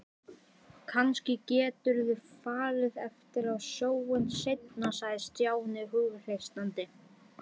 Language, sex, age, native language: Icelandic, male, 11, Icelandic